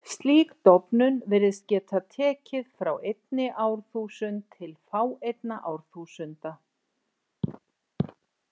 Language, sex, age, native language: Icelandic, female, 60-69, Icelandic